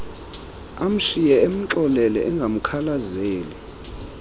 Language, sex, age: Xhosa, male, 32